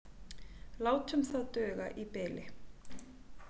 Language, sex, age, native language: Icelandic, female, 40-49, Icelandic